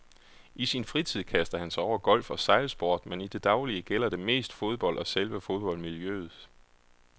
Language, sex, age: Danish, male, 31